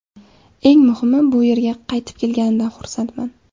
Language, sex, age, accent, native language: Uzbek, female, 18-24, Samarqand, Uzbek